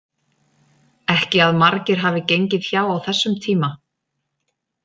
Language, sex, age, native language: Icelandic, female, 30-39, Icelandic